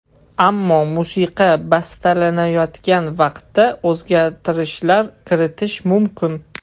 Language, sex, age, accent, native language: Uzbek, male, 18-24, Toshkent shahri, Russian